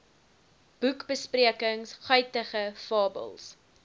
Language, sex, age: Afrikaans, female, 19